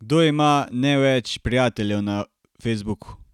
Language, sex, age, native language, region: Slovenian, male, 18-29, Slovenian, Carinthia region